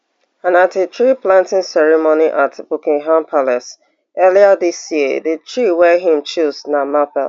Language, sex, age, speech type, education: Nigerian Pidgin, female, 30-45, spontaneous, tertiary